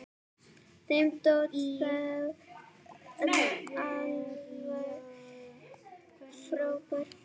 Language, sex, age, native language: Icelandic, female, 9, Icelandic